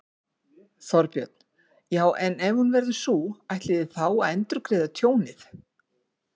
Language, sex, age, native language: Icelandic, female, 50-59, Icelandic